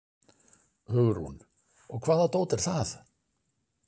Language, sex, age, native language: Icelandic, male, 60-69, Icelandic